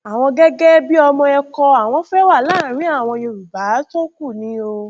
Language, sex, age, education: Yoruba, female, 15-29, tertiary